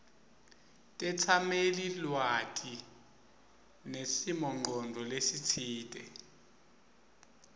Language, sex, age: Swati, male, 24